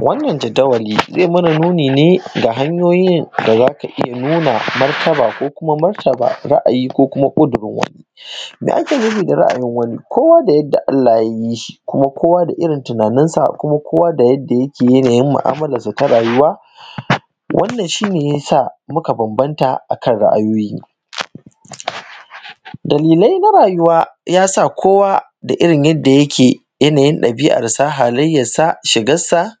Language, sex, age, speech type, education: Hausa, male, 15-29, spontaneous, primary